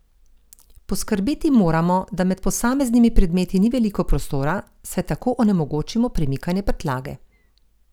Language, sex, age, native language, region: Slovenian, female, 50-59, Slovenian, Gorenjska region